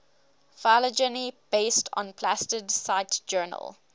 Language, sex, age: English, female, 18